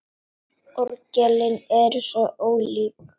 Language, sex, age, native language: Icelandic, female, 7, Icelandic